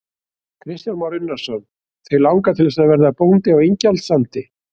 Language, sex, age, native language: Icelandic, male, 60-69, Icelandic